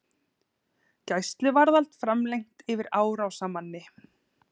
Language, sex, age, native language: Icelandic, female, 30-39, Icelandic